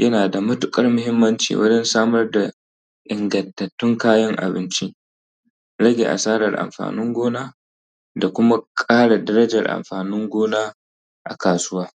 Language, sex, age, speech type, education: Hausa, male, 30-45, spontaneous, tertiary